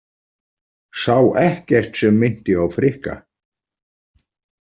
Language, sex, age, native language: Icelandic, male, 40-49, Icelandic